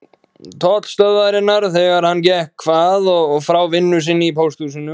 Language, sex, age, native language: Icelandic, male, 20-29, Icelandic